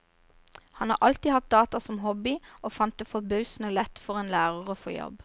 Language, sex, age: Norwegian, female, 29